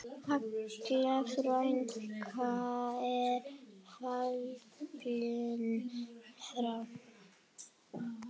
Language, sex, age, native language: Icelandic, female, 8, Icelandic